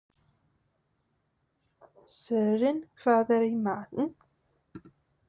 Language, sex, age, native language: Icelandic, female, 20-29, English